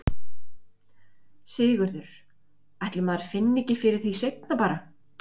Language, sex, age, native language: Icelandic, female, 20-29, Icelandic